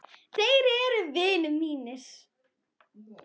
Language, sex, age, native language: Icelandic, female, 10, Icelandic